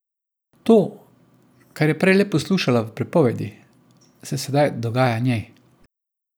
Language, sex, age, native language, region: Slovenian, male, 50-59, Slovenian, Savinja region